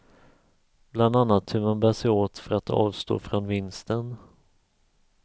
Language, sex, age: Swedish, male, 34